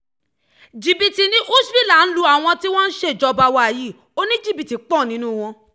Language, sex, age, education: Yoruba, female, 15-29, tertiary